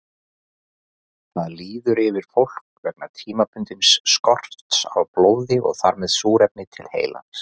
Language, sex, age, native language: Icelandic, male, 40-49, Icelandic